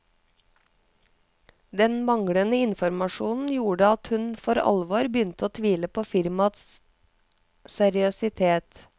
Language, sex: Norwegian, female